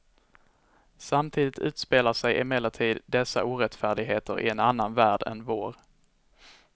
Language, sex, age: Swedish, male, 21